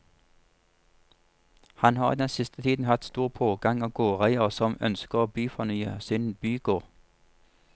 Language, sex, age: Norwegian, male, 47